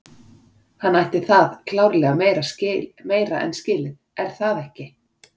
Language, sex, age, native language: Icelandic, female, 40-49, Icelandic